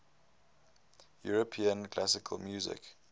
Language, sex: English, male